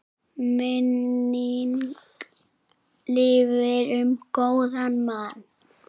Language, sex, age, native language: Icelandic, male, 7, Icelandic